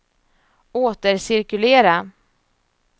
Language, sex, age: Swedish, female, 34